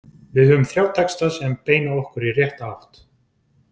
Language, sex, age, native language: Icelandic, male, 20-29, Icelandic